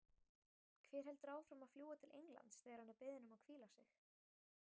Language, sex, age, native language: Icelandic, female, 18-19, Icelandic